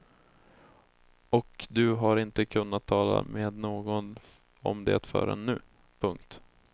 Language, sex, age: Swedish, male, 20